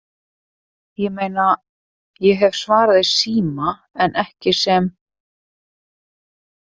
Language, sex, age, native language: Icelandic, female, 30-39, Icelandic